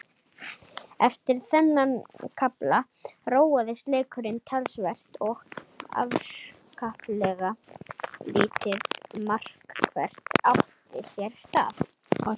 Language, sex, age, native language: Icelandic, female, 30-39, Icelandic